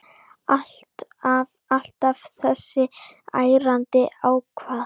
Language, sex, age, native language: Icelandic, female, 9, Icelandic